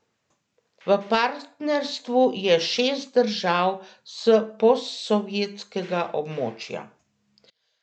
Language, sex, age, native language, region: Slovenian, female, 50-59, Slovenian, Central Slovenia